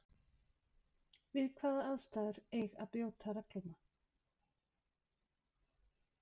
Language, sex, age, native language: Icelandic, female, 50-59, Icelandic